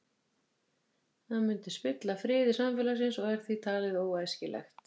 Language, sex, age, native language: Icelandic, female, 50-59, Icelandic